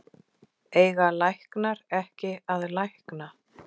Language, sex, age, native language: Icelandic, female, 6, Icelandic